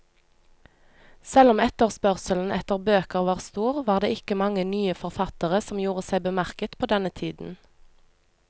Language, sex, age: Norwegian, female, 25